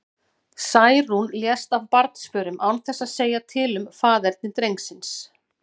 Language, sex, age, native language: Icelandic, female, 40-49, Icelandic